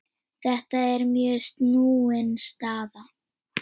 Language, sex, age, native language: Icelandic, female, 10, Icelandic